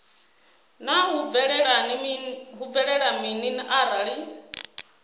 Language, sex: Venda, female